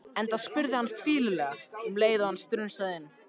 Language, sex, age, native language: Icelandic, male, 14, Icelandic